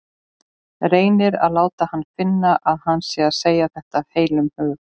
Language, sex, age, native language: Icelandic, female, 40-49, Icelandic